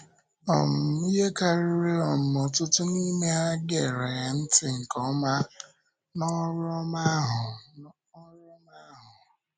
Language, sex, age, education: Igbo, male, 15-29, secondary